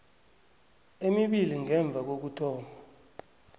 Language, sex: South Ndebele, male